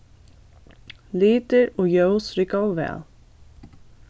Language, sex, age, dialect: Faroese, female, 15-35, Norðurstreymoy/Eysturoy